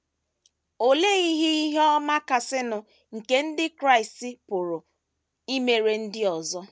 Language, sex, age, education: Igbo, female, 15-29, tertiary